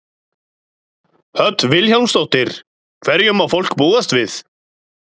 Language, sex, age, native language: Icelandic, male, 30-39, Icelandic